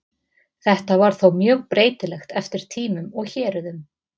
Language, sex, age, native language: Icelandic, female, 30-39, Icelandic